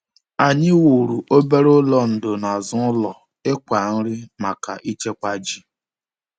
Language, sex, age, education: Igbo, male, 46-60, tertiary